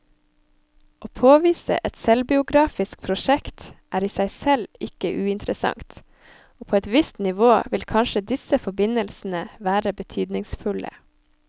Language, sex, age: Norwegian, female, 25